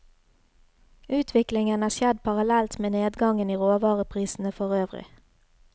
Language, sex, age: Norwegian, female, 33